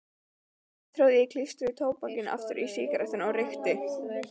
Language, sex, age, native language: Icelandic, female, 12, Icelandic